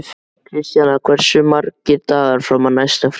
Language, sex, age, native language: Icelandic, male, 12, Icelandic